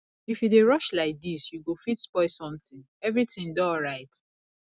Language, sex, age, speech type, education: Nigerian Pidgin, female, 30-45, spontaneous, tertiary